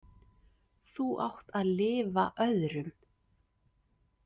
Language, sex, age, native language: Icelandic, female, 50-59, Icelandic